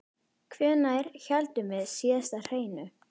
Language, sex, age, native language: Icelandic, female, 10, Icelandic